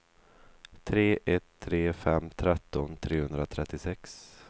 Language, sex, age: Swedish, male, 23